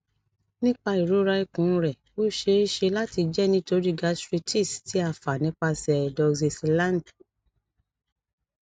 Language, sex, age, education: Yoruba, female, 60+, tertiary